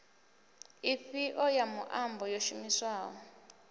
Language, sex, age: Venda, female, 24